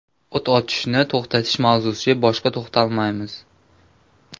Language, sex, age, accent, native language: Uzbek, male, 18-24, Namangan, Uzbek